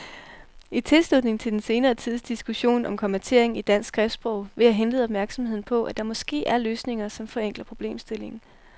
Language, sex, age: Danish, female, 18